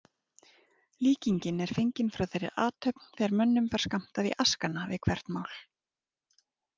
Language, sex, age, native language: Icelandic, female, 30-39, Icelandic